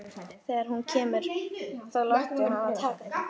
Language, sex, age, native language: Icelandic, female, 11, Icelandic